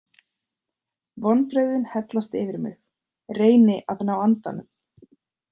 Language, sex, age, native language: Icelandic, female, 30-39, Icelandic